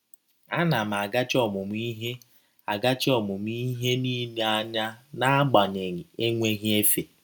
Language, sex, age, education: Igbo, male, 30-45, tertiary